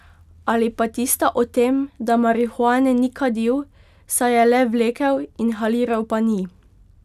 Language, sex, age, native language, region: Slovenian, female, 12-17, Slovenian, Pomurje region